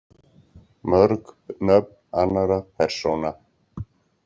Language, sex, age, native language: Icelandic, male, 40-49, Icelandic